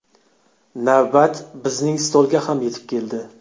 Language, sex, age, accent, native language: Uzbek, male, 25-34, Xorazm, Uzbek